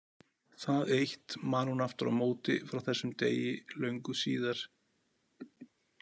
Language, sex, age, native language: Icelandic, male, 40-49, Icelandic